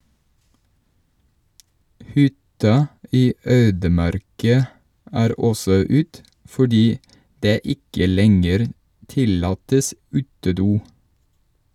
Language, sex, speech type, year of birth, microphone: Norwegian, male, read, 1983, Shure